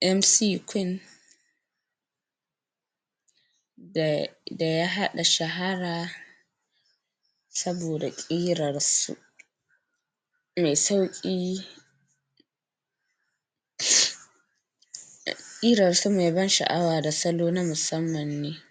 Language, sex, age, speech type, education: Hausa, female, 46-60, spontaneous, tertiary